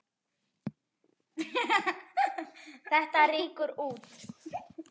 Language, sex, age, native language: Icelandic, male, 8, Icelandic